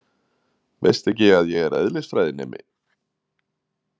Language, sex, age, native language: Icelandic, male, 30-39, Icelandic